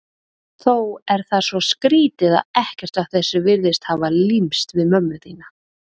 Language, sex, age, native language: Icelandic, female, 30-39, Icelandic